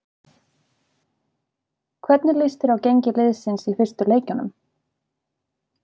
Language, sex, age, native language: Icelandic, female, 30-39, Icelandic